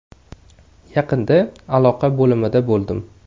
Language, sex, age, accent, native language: Uzbek, male, 18-24, Jizzax, Uzbek